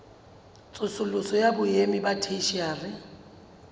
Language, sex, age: Southern Sotho, female, 35